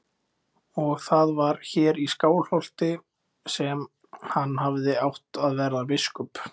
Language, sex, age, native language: Icelandic, male, 20-29, Icelandic